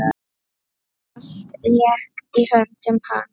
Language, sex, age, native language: Icelandic, female, 9, Icelandic